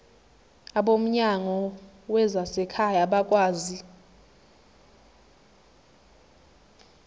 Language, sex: Zulu, female